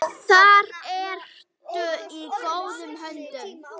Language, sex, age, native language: Icelandic, female, 9, Icelandic